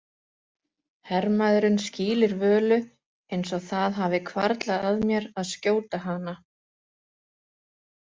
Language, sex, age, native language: Icelandic, female, 40-49, Icelandic